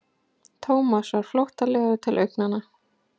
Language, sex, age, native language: Icelandic, female, 40-49, Icelandic